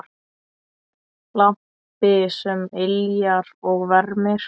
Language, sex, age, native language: Icelandic, male, 8, Icelandic